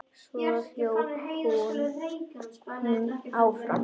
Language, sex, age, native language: Icelandic, male, 10, Icelandic